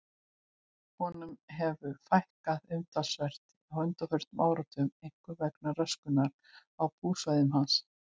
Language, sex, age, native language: Icelandic, female, 60-69, Icelandic